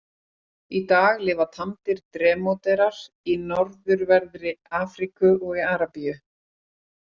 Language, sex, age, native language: Icelandic, female, 40-49, Icelandic